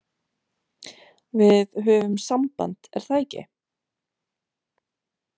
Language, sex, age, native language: Icelandic, female, 30-39, Romanian